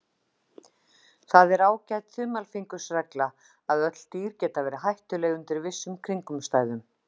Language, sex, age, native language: Icelandic, female, 50-59, Icelandic